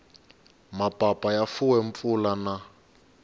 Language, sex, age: Tsonga, male, 19